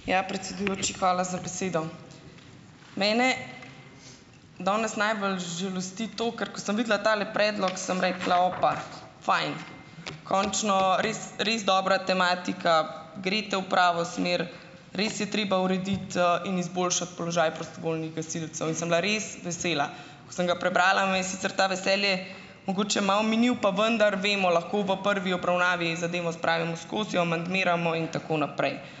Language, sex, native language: Slovenian, female, Slovenian